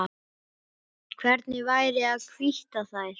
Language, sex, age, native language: Icelandic, male, 8, Icelandic